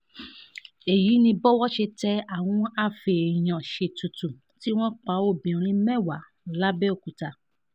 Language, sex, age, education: Yoruba, female, 30-45, tertiary